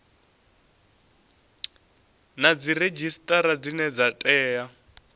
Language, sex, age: Venda, male, 24